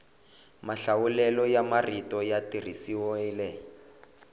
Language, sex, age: Tsonga, male, 21